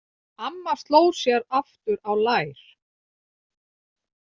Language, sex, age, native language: Icelandic, female, 40-49, Icelandic